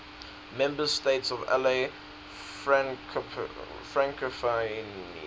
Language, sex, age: English, male, 19